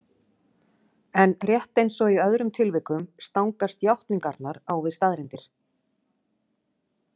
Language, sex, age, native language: Icelandic, female, 40-49, Icelandic